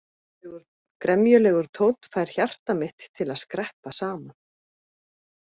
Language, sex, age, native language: Icelandic, female, 50-59, Icelandic